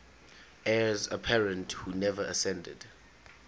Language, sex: English, male